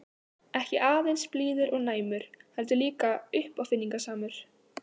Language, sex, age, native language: Icelandic, female, 15, Icelandic